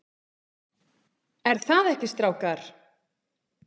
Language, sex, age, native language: Icelandic, female, 30-39, Icelandic